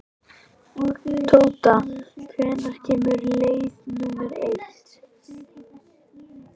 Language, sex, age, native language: Icelandic, male, 11, Icelandic